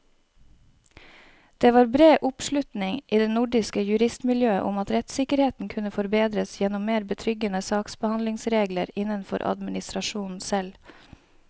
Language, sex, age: Norwegian, female, 31